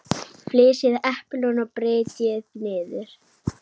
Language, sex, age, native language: Icelandic, female, 9, Icelandic